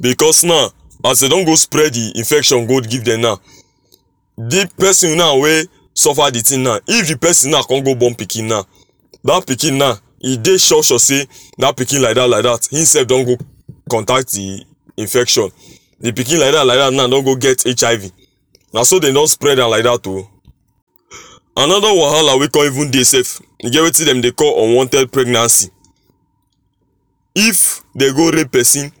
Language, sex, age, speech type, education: Nigerian Pidgin, male, 15-29, spontaneous, tertiary